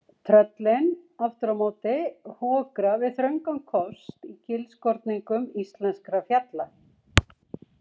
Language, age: Icelandic, 60-69